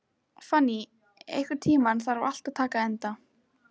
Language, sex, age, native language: Icelandic, female, 14, Icelandic